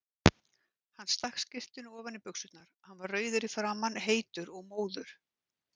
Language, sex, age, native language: Icelandic, female, 50-59, Icelandic